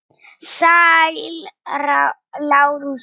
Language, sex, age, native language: Icelandic, female, 9, Polish